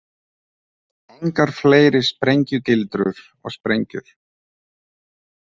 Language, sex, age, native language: Icelandic, male, 30-39, Ukrainian